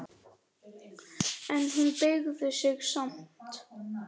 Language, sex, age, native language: Icelandic, female, 9, Icelandic